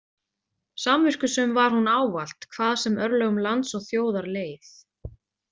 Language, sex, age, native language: Icelandic, female, 30-39, Icelandic